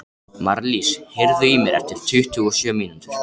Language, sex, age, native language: Icelandic, male, 13, Icelandic